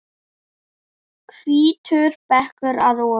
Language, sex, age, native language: Icelandic, female, 8, Icelandic